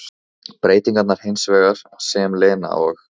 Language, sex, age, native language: Icelandic, male, 15, Icelandic